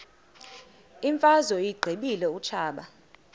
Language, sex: Xhosa, female